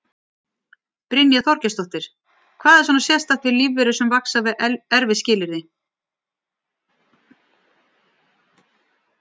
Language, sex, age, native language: Icelandic, female, 40-49, Icelandic